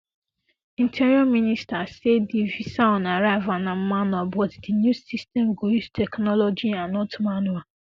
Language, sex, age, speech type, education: Nigerian Pidgin, female, 15-29, spontaneous, secondary